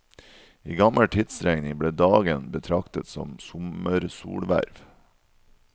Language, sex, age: Norwegian, male, 37